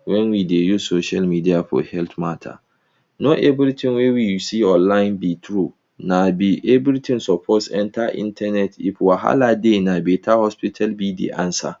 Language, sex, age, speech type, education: Nigerian Pidgin, male, 30-45, spontaneous, tertiary